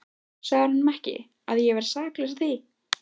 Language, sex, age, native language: Icelandic, female, 13, Icelandic